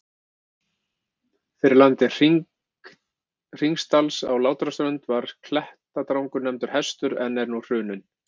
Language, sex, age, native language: Icelandic, male, 50-59, Icelandic